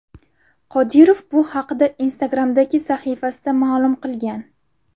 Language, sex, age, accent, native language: Uzbek, female, 18-24, Buxoro, Uzbek